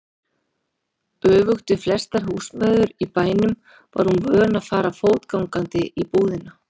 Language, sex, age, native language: Icelandic, female, 40-49, Icelandic